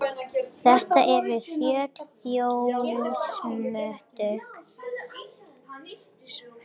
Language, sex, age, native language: Icelandic, male, 18-19, Icelandic